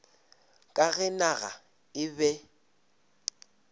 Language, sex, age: Northern Sotho, male, 26